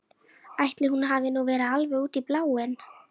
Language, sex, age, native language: Icelandic, female, 11, Icelandic